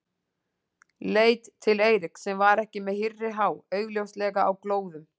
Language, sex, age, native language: Icelandic, female, 40-49, Icelandic